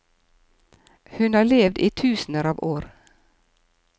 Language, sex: Norwegian, female